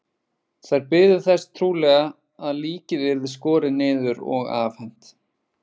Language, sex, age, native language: Icelandic, male, 20-29, Icelandic